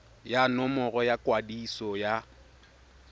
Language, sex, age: Tswana, male, 22